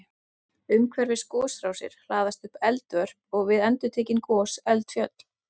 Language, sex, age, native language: Icelandic, male, 12, Icelandic